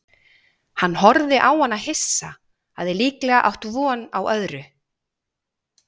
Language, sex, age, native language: Icelandic, female, 40-49, Icelandic